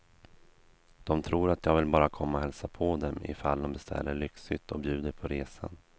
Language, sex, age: Swedish, male, 32